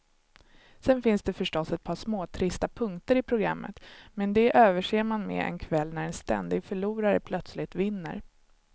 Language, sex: Swedish, male